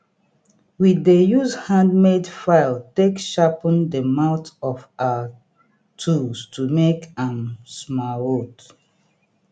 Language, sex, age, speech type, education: Nigerian Pidgin, female, 30-45, spontaneous, tertiary